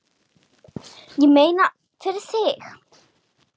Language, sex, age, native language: Icelandic, male, 7, Icelandic